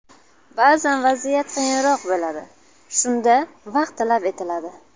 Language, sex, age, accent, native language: Uzbek, female, 19-29, Buxoro, Uzbek